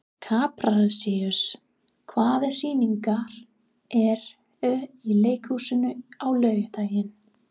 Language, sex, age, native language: Icelandic, female, 30-39, English